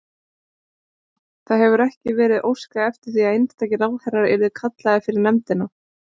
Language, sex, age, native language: Icelandic, female, 20-29, Icelandic